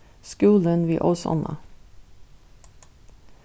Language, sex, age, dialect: Faroese, female, 36-60, Suðuroy